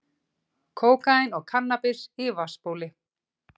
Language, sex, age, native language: Icelandic, female, 40-49, Icelandic